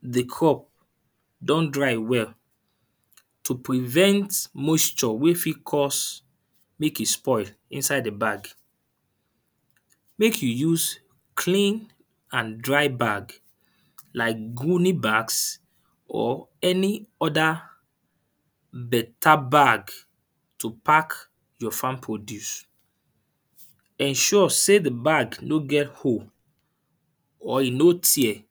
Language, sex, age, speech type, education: Nigerian Pidgin, male, 30-45, spontaneous, tertiary